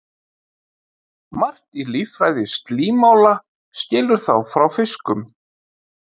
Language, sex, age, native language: Icelandic, male, 50-59, Icelandic